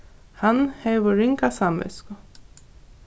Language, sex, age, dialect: Faroese, female, 15-35, Norðuroyggjar